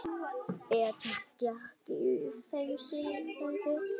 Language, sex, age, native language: Icelandic, female, 9, Icelandic